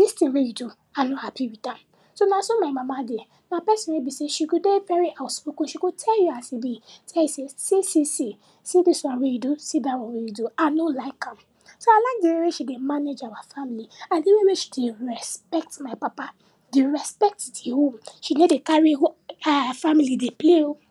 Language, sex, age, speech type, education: Nigerian Pidgin, female, 15-29, spontaneous, tertiary